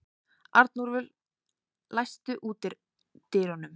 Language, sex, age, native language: Icelandic, female, 18-19, Icelandic